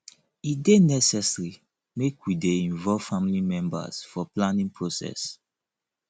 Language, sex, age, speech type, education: Nigerian Pidgin, male, 30-45, spontaneous, tertiary